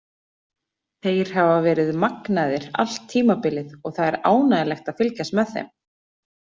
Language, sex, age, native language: Icelandic, female, 40-49, Icelandic